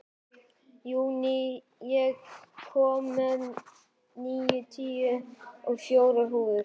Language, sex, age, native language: Icelandic, male, 12, Icelandic